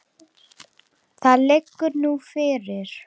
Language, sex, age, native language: Icelandic, female, 9, Icelandic